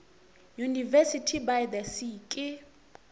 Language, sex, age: Northern Sotho, female, 24